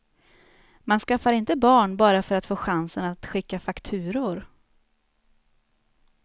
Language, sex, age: Swedish, female, 29